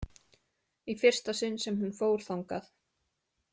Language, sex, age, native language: Icelandic, female, 20-29, Icelandic